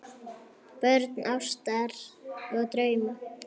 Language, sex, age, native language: Icelandic, female, 9, Icelandic